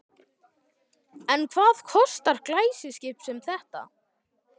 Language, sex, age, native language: Icelandic, male, 12, Icelandic